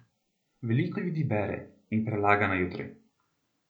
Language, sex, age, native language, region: Slovenian, male, 18-29, Slovenian, Central Slovenia